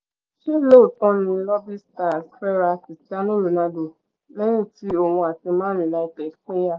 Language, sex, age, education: Yoruba, female, 15-29, secondary